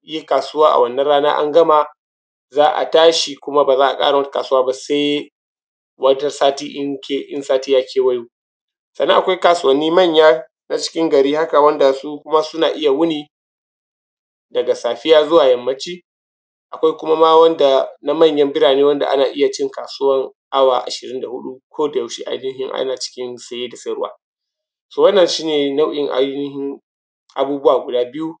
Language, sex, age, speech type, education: Hausa, male, 15-29, spontaneous, tertiary